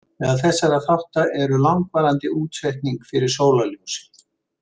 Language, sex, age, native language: Icelandic, male, 70-79, Icelandic